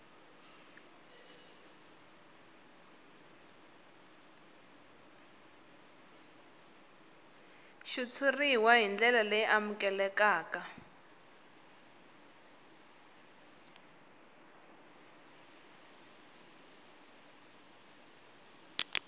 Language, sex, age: Tsonga, female, 18